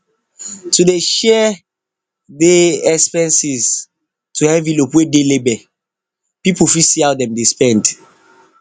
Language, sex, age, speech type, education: Nigerian Pidgin, male, 15-29, spontaneous, tertiary